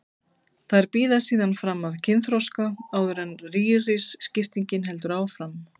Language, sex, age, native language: Icelandic, female, 50-59, Icelandic